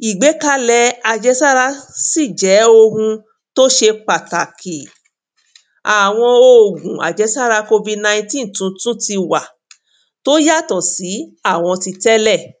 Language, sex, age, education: Yoruba, female, 30-45, tertiary